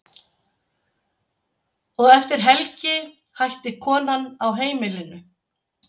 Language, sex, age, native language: Icelandic, female, 60-69, Icelandic